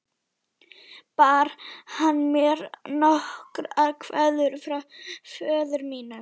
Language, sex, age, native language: Icelandic, female, 11, Icelandic